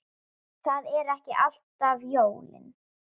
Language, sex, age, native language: Icelandic, female, 10, Icelandic